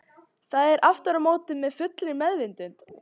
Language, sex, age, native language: Icelandic, female, 18-19, Icelandic